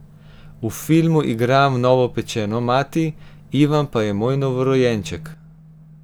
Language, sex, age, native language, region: Slovenian, female, 18-29, Slovenian, Gorenjska region